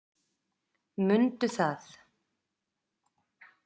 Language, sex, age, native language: Icelandic, female, 30-39, Icelandic